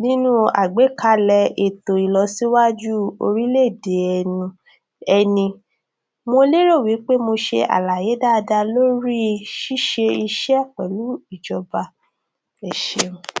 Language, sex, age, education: Yoruba, female, 30-45, tertiary